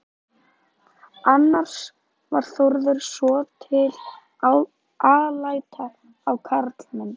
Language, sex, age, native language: Icelandic, female, 13, Icelandic